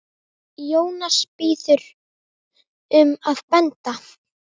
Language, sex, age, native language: Icelandic, male, 9, Icelandic